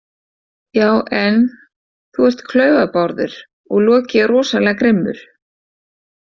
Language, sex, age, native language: Icelandic, female, 40-49, Icelandic